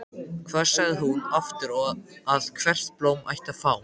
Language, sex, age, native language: Icelandic, male, 14, Icelandic